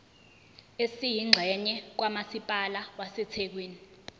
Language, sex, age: Zulu, female, 20